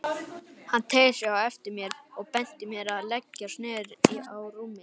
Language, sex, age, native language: Icelandic, male, 18-19, Icelandic